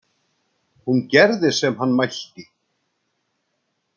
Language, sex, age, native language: Icelandic, male, 60-69, Icelandic